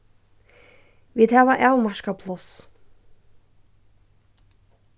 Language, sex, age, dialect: Faroese, female, 15-35, Suðurstreymoy